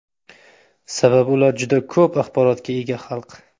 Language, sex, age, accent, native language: Uzbek, male, 25-34, Farg'ona, Uzbek